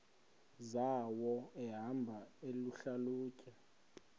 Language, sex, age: Xhosa, male, 20